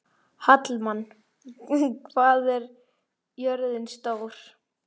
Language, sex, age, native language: Icelandic, male, 11, Icelandic